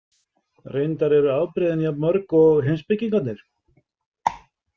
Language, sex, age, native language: Icelandic, male, 50-59, Icelandic